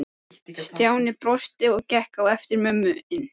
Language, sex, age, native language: Icelandic, female, 14, Icelandic